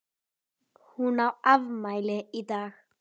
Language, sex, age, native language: Icelandic, female, 10, Icelandic